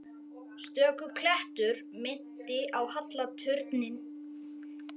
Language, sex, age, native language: Icelandic, male, 12, Icelandic